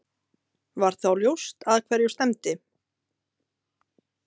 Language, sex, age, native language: Icelandic, female, 30-39, Icelandic